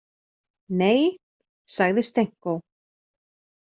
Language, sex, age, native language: Icelandic, female, 30-39, Icelandic